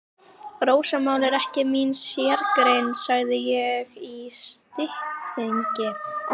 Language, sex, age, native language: Icelandic, female, 12, Icelandic